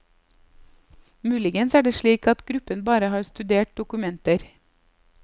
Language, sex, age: Norwegian, female, 30